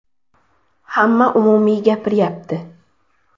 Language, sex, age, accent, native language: Uzbek, female, 12-17, Sirdaryo, Uzbek